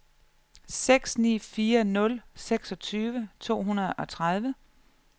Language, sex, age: Danish, female, 34